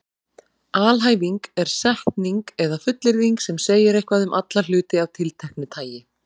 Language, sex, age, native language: Icelandic, female, 40-49, Icelandic